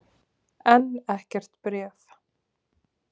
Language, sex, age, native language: Icelandic, female, 20-29, Icelandic